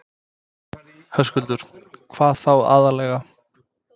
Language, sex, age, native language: Icelandic, male, 20-29, Serbo-Croatian